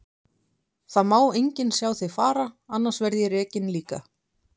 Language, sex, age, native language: Icelandic, female, 20-29, Icelandic